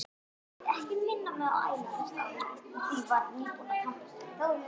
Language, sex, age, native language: Icelandic, female, 9, Icelandic